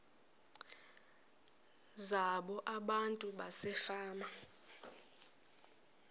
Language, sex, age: Xhosa, female, 24